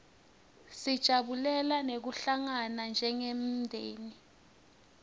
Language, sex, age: Swati, female, 19